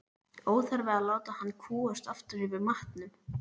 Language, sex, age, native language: Icelandic, female, 11, Icelandic